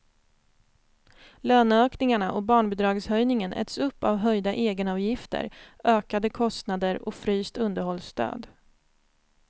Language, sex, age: Swedish, female, 29